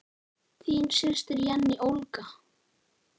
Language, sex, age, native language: Icelandic, male, 9, Icelandic